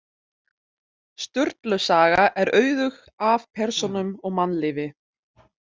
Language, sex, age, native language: Icelandic, female, 30-39, German